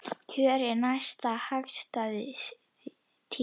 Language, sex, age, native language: Icelandic, female, 10, Icelandic